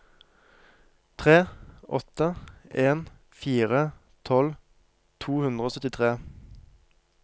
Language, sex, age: Norwegian, male, 23